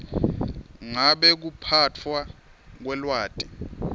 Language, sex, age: Swati, male, 23